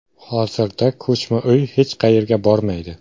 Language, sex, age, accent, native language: Uzbek, male, 18-24, Qashqadaryo, Uzbek